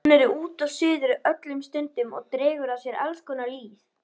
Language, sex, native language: Icelandic, female, Icelandic